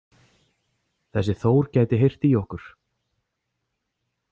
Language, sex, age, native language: Icelandic, male, 40-49, Icelandic